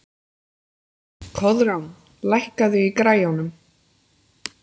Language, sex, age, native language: Icelandic, female, 30-39, Icelandic